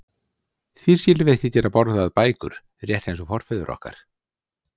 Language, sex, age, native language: Icelandic, male, 60-69, Icelandic